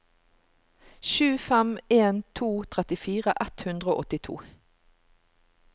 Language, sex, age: Norwegian, female, 45